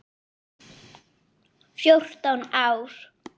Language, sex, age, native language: Icelandic, female, 9, Icelandic